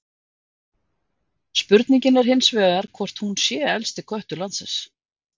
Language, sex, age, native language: Icelandic, female, 50-59, Icelandic